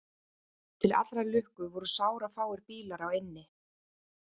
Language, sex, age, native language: Icelandic, female, 30-39, Icelandic